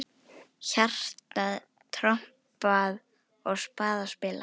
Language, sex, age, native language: Icelandic, female, 10, Icelandic